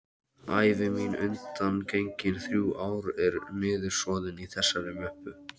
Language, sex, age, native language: Icelandic, male, 13, Icelandic